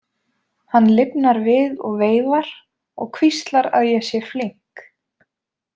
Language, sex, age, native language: Icelandic, female, 20-29, Icelandic